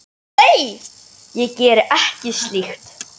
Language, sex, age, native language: Icelandic, male, 10, Icelandic